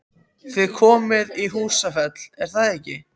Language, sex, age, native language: Icelandic, other, 14, Icelandic